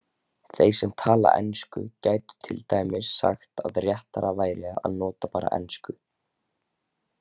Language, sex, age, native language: Icelandic, male, 18-19, Icelandic